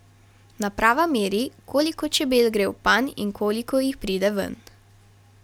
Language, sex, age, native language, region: Slovenian, female, 12-17, Slovenian, Carinthia region